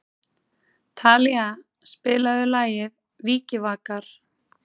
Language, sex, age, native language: Icelandic, female, 30-39, Icelandic